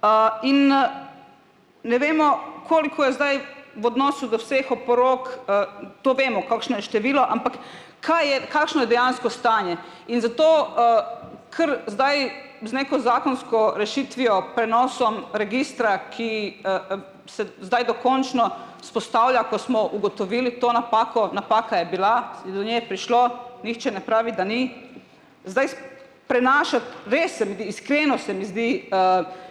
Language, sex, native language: Slovenian, female, Slovenian